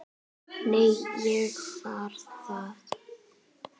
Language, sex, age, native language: Icelandic, female, 8, Icelandic